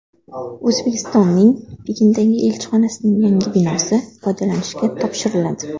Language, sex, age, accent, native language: Uzbek, female, 19-29, Farg'ona, Uzbek